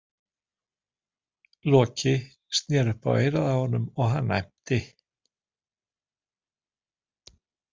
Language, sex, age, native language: Icelandic, male, 60-69, Icelandic